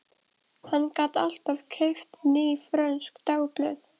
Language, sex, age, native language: Icelandic, female, 12, Icelandic